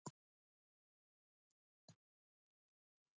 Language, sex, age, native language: Icelandic, male, 70-79, Icelandic